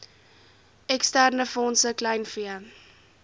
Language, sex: Afrikaans, female